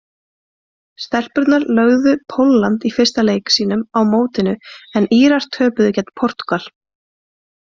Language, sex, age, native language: Icelandic, female, 20-29, Icelandic